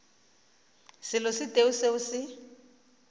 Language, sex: Northern Sotho, female